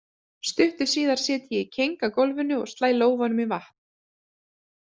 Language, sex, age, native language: Icelandic, female, 30-39, Icelandic